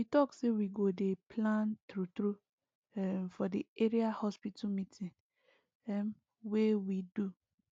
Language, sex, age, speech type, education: Nigerian Pidgin, female, 15-29, spontaneous, tertiary